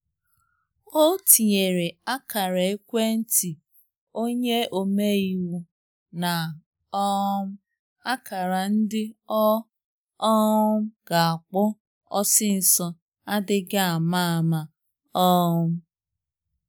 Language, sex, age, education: Igbo, female, 30-45, tertiary